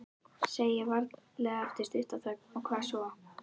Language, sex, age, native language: Icelandic, female, 11, Icelandic